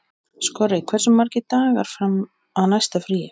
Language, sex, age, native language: Icelandic, male, 20-29, Icelandic